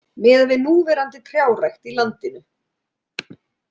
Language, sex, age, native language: Icelandic, female, 30-39, Icelandic